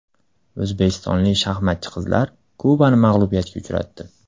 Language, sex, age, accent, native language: Uzbek, male, 18-24, Andijon, Uzbek